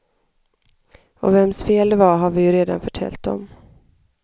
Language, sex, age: Swedish, male, 25